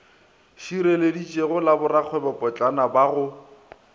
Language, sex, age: Northern Sotho, male, 23